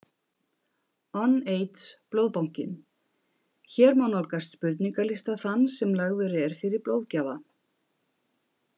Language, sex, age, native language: Icelandic, female, 50-59, Icelandic